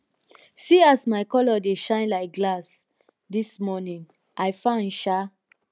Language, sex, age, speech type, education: Nigerian Pidgin, female, 15-29, spontaneous, tertiary